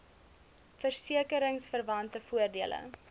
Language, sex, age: Afrikaans, female, 20